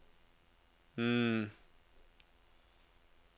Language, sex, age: Norwegian, male, 27